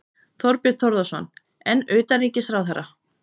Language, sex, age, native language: Icelandic, female, 20-29, Icelandic